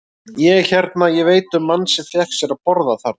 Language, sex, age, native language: Icelandic, male, 30-39, Icelandic